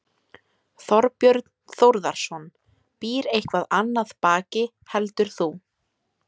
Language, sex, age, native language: Icelandic, female, 18-19, Icelandic